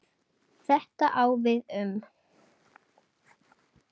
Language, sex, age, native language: Icelandic, female, 10, Icelandic